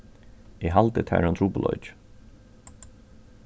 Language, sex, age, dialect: Faroese, male, 36-60, Norðurstreymoy/Eysturoy